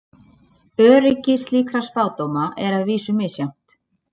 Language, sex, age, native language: Icelandic, female, 30-39, Icelandic